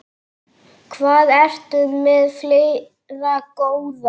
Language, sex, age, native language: Icelandic, female, 8, Icelandic